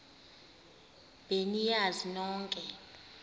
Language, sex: Xhosa, female